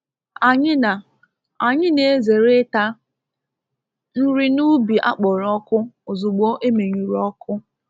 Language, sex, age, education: Igbo, female, 15-29, tertiary